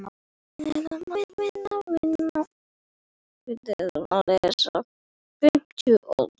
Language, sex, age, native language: Icelandic, male, 7, Icelandic